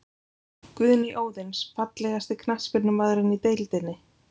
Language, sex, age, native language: Icelandic, female, 20-29, Icelandic